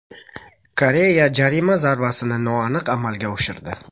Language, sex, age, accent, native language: Uzbek, male, 25-34, Buxoro, Uzbek